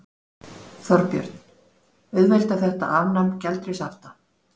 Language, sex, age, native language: Icelandic, female, 40-49, Icelandic